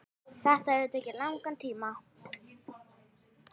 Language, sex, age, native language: Icelandic, female, 9, Icelandic